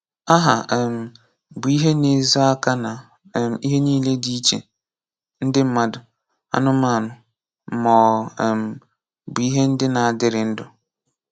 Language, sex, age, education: Igbo, male, 15-29, tertiary